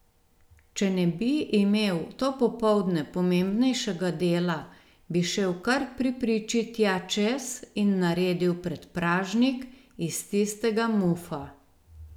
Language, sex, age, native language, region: Slovenian, female, 50-59, Slovenian, Gorenjska region